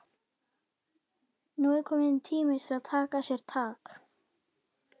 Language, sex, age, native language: Icelandic, female, 12, Icelandic